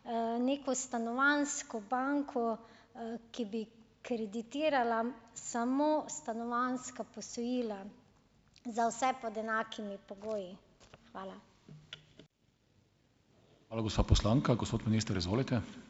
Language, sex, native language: Slovenian, female, Slovenian